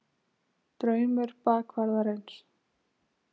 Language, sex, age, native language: Icelandic, female, 20-29, Icelandic